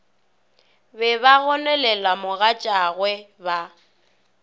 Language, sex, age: Northern Sotho, female, 24